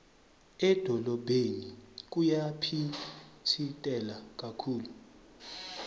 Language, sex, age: Swati, male, 23